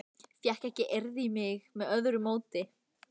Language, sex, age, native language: Icelandic, female, 15, Icelandic